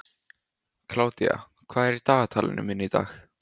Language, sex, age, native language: Icelandic, male, 15, Icelandic